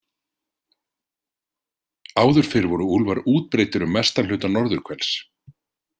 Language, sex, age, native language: Icelandic, male, 40-49, Icelandic